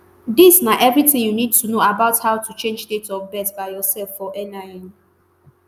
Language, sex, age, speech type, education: Nigerian Pidgin, male, 30-45, spontaneous, tertiary